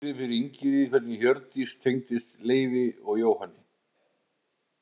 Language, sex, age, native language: Icelandic, male, 50-59, Icelandic